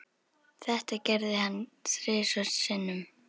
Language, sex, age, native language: Icelandic, female, 10, Icelandic